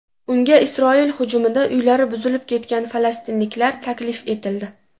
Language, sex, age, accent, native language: Uzbek, female, 18-24, Namangan, Uzbek